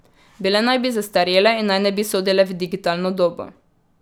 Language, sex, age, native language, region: Slovenian, female, 18-29, Slovenian, Drava region